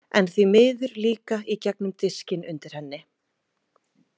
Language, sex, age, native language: Icelandic, female, 20-29, Icelandic